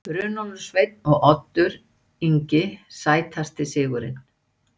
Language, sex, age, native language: Icelandic, female, 60-69, Icelandic